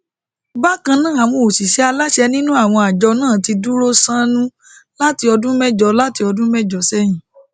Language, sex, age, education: Yoruba, female, 30-45, tertiary